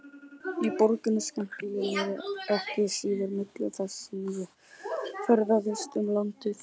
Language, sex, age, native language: Icelandic, male, 18-19, Icelandic